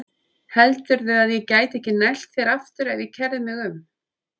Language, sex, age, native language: Icelandic, female, 30-39, Icelandic